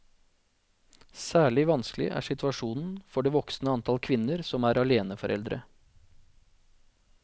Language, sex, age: Norwegian, male, 40